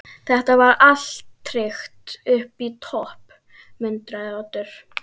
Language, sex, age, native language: Icelandic, female, 12, Icelandic